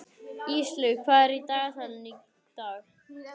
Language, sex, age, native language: Icelandic, male, 18-19, Icelandic